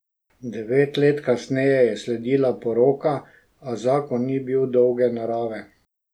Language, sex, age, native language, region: Slovenian, male, 60+, Slovenian, Drava region